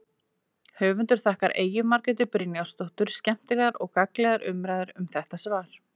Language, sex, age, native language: Icelandic, female, 40-49, Icelandic